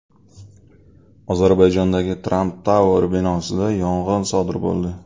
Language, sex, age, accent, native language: Uzbek, male, 25-34, Sirdaryo, Uzbek